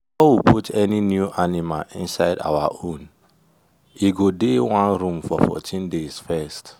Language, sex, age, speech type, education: Nigerian Pidgin, male, 15-29, spontaneous, tertiary